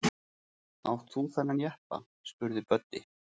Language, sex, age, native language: Icelandic, male, 40-49, Icelandic